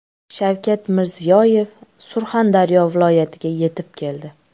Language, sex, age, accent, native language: Uzbek, female, 25-34, Toshkent shahri, Uzbek